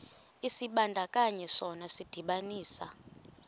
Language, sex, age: Xhosa, female, 23